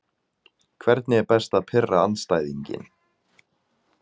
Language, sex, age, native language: Icelandic, male, 20-29, Icelandic